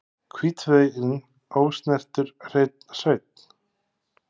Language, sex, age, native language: Icelandic, male, 50-59, Icelandic